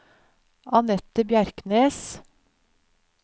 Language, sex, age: Norwegian, female, 50